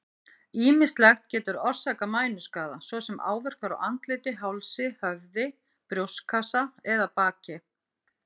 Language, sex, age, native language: Icelandic, female, 50-59, Icelandic